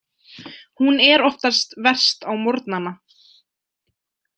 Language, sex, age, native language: Icelandic, female, 20-29, Icelandic